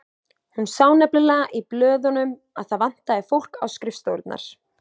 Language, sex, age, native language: Icelandic, female, 20-29, Icelandic